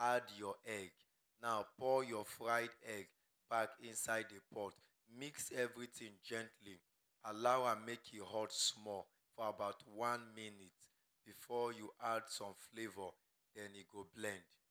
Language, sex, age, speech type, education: Nigerian Pidgin, male, 30-45, spontaneous, tertiary